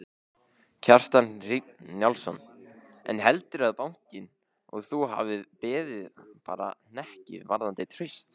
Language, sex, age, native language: Icelandic, male, 16, Icelandic